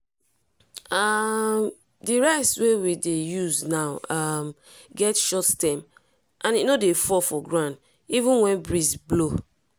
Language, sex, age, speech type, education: Nigerian Pidgin, female, 30-45, spontaneous, tertiary